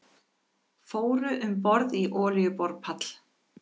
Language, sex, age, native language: Icelandic, female, 50-59, Icelandic